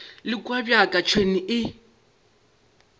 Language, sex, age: Northern Sotho, male, 22